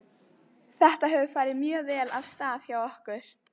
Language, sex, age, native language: Icelandic, female, 20-29, Icelandic